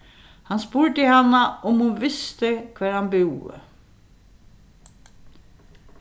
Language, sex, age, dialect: Faroese, female, 61+, Suðurstreymoy